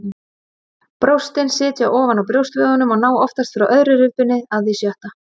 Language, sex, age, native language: Icelandic, female, 30-39, Icelandic